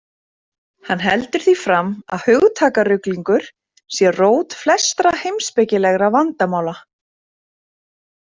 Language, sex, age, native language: Icelandic, female, 30-39, Icelandic